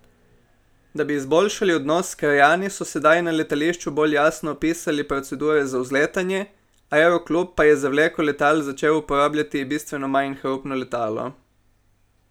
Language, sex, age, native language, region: Slovenian, male, 18-29, Slovenian, Primorsko-notranjska region